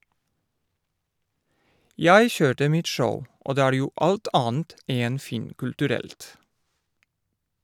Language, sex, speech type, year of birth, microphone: Norwegian, male, read, 1973, Shure